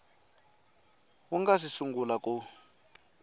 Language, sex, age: Tsonga, male, 22